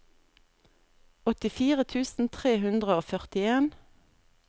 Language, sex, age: Norwegian, female, 32